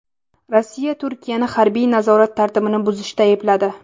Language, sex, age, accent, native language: Uzbek, female, 18-24, Samarqand, Uzbek